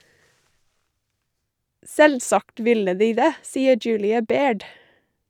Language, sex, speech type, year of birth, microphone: Norwegian, female, read, 1985, Shure